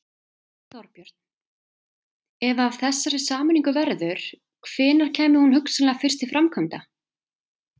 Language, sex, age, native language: Icelandic, female, 30-39, Icelandic